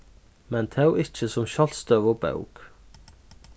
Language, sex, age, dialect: Faroese, male, 15-35, Norðurstreymoy/Eysturoy